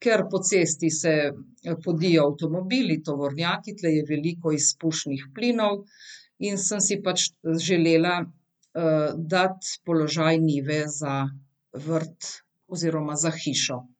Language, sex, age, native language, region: Slovenian, female, 50-59, Slovenian, Central Slovenia